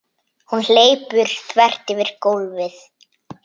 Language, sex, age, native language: Icelandic, female, 8, Icelandic